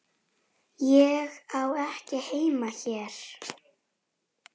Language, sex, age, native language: Icelandic, female, 10, Icelandic